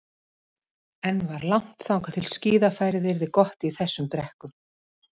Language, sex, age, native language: Icelandic, female, 50-59, Icelandic